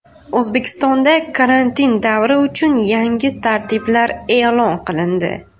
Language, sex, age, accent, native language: Uzbek, female, 19-29, Farg'ona, Uzbek